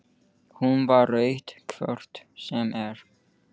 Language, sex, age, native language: Icelandic, male, 15, English